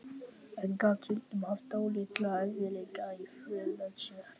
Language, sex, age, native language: Icelandic, male, 11, Icelandic